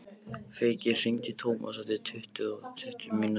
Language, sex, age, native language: Icelandic, male, 15, Icelandic